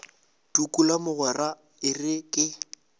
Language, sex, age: Northern Sotho, male, 18